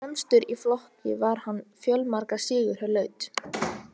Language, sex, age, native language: Icelandic, female, 18-19, Icelandic